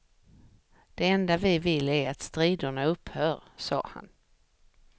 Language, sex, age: Swedish, female, 44